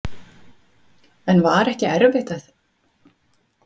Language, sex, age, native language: Icelandic, female, 40-49, Icelandic